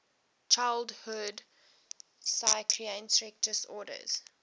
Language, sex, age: English, female, 18